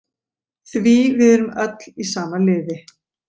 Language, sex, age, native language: Icelandic, female, 40-49, Icelandic